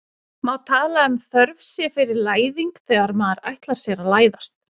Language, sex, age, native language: Icelandic, female, 40-49, Icelandic